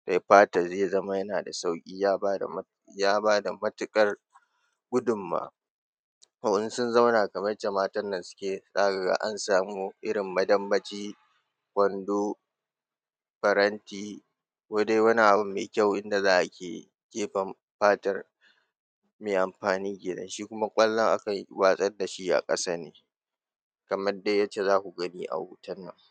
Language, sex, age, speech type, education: Hausa, male, 15-29, spontaneous, tertiary